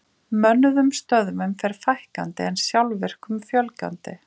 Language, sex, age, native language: Icelandic, female, 40-49, Icelandic